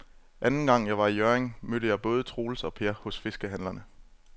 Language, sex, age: Danish, male, 27